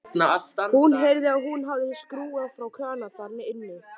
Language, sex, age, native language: Icelandic, male, 13, Icelandic